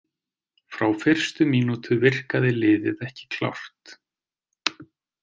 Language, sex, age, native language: Icelandic, male, 30-39, Icelandic